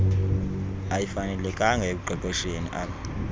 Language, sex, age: Xhosa, male, 31